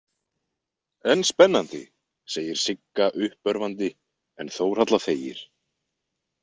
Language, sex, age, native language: Icelandic, male, 20-29, Icelandic